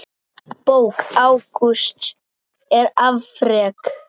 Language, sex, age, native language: Icelandic, male, 9, Icelandic